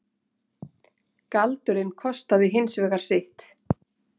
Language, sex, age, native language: Icelandic, female, 40-49, Icelandic